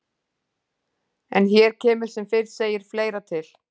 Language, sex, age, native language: Icelandic, female, 40-49, Icelandic